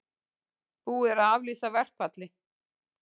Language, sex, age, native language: Icelandic, female, 40-49, Icelandic